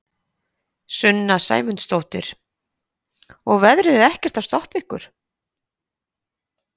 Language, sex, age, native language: Icelandic, female, 50-59, Icelandic